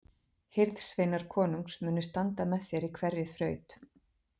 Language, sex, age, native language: Icelandic, female, 40-49, Icelandic